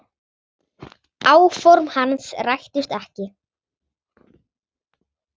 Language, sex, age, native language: Icelandic, female, 10, Icelandic